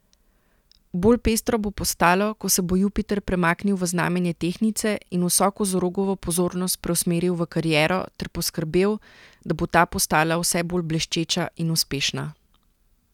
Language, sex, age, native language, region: Slovenian, female, 30-49, Slovenian, Central Slovenia